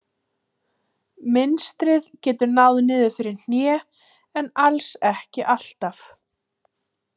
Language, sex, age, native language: Icelandic, female, 30-39, Icelandic